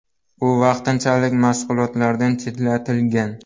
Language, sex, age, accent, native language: Uzbek, male, 12-17, Navoiy, Uzbek